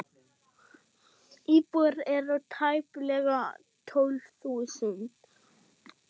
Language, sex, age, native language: Icelandic, male, 6, German